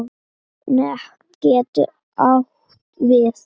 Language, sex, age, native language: Icelandic, female, 9, Icelandic